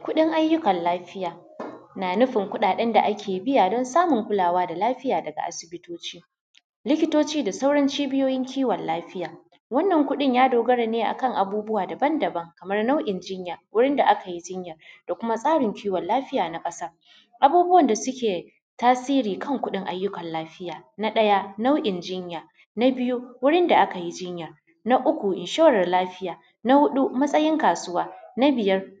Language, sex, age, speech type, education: Hausa, female, 30-45, spontaneous, primary